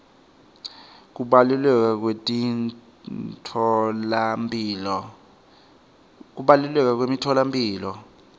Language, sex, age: Swati, male, 23